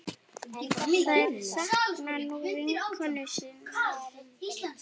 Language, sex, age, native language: Icelandic, female, 8, Icelandic